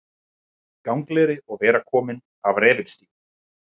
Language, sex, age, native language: Icelandic, male, 30-39, Icelandic